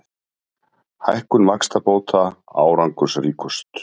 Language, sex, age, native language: Icelandic, male, 30-39, Icelandic